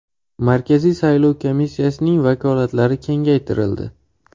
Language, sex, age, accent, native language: Uzbek, male, 25-34, Farg'ona, Uzbek